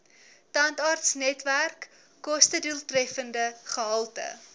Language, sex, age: Afrikaans, female, 19